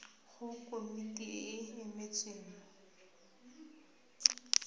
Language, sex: Tswana, female